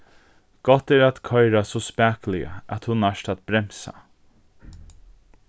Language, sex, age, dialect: Faroese, male, 15-35, Norðurstreymoy/Eysturoy